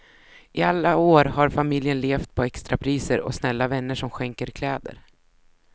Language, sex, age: Swedish, female, 33